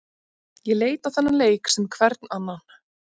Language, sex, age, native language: Icelandic, female, 30-39, Icelandic